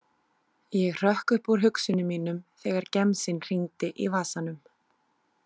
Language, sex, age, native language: Icelandic, female, 30-39, Icelandic